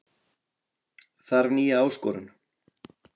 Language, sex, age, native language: Icelandic, male, 40-49, Icelandic